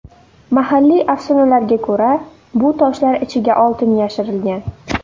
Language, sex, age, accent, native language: Uzbek, female, under 19, Navoiy, Uzbek